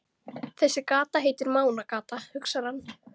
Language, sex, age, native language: Icelandic, female, 13, Icelandic